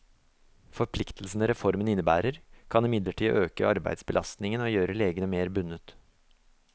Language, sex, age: Norwegian, male, 24